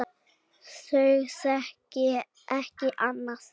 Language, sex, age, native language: Icelandic, female, 7, Icelandic